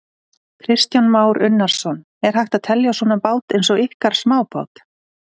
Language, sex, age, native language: Icelandic, female, 30-39, Icelandic